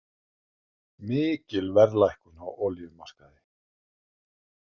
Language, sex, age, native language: Icelandic, male, 50-59, Icelandic